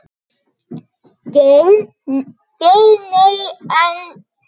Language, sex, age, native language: Icelandic, male, 9, Icelandic